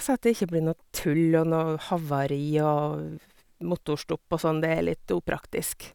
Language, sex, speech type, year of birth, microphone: Norwegian, female, spontaneous, 1973, Sennheiser